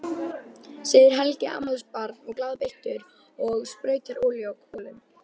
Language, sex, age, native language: Icelandic, female, 12, Icelandic